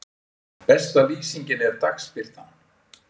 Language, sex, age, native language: Icelandic, male, 60-69, Icelandic